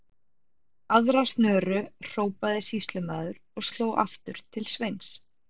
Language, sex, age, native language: Icelandic, female, 40-49, Icelandic